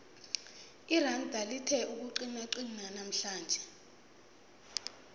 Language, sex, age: South Ndebele, female, 22